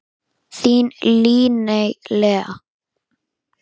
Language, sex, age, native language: Icelandic, female, 9, Icelandic